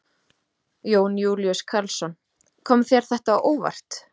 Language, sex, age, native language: Icelandic, female, 30-39, Icelandic